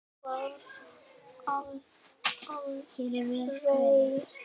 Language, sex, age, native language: Icelandic, female, 9, Icelandic